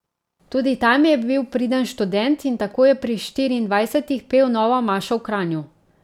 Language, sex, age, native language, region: Slovenian, female, 30-49, Slovenian, Central Slovenia